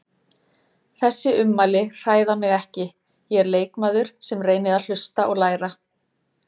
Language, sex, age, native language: Icelandic, female, 30-39, Icelandic